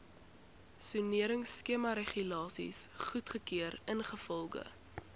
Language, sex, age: Afrikaans, female, 21